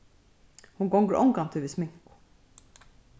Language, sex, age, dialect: Faroese, female, 36-60, Suðurstreymoy